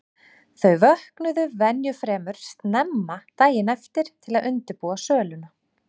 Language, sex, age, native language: Icelandic, female, 40-49, Icelandic